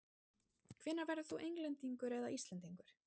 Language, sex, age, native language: Icelandic, female, 30-39, Icelandic